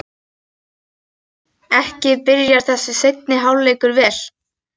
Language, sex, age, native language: Icelandic, female, 40-49, Icelandic